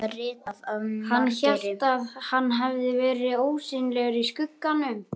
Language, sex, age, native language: Icelandic, male, 11, Icelandic